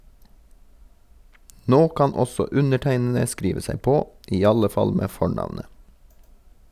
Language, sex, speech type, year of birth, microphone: Norwegian, male, read, 1983, Sennheiser